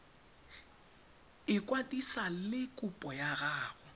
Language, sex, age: Tswana, male, 21